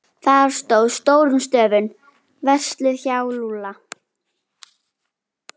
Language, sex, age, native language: Icelandic, female, 12, Icelandic